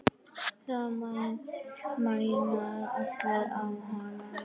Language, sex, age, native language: Icelandic, female, 9, Icelandic